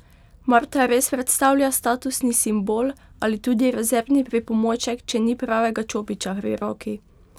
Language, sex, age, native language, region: Slovenian, female, 12-17, Slovenian, Pomurje region